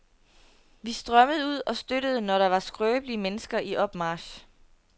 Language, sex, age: Danish, female, 30